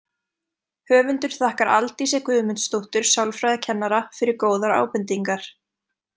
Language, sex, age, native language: Icelandic, female, 20-29, Icelandic